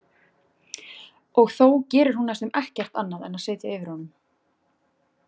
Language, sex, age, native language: Icelandic, female, 20-29, Icelandic